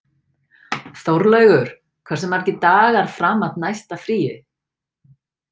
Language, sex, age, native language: Icelandic, female, 40-49, English